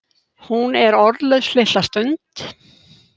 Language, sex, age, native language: Icelandic, female, 70-79, Icelandic